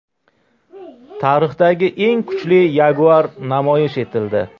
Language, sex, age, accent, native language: Uzbek, male, 35+, Qashqadaryo, Uzbek